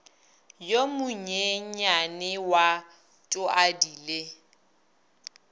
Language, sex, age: Northern Sotho, female, 22